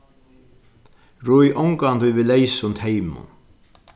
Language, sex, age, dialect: Faroese, male, 61+, Sandoy